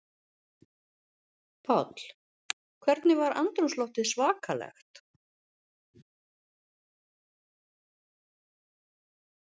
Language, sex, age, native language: Icelandic, female, 50-59, Icelandic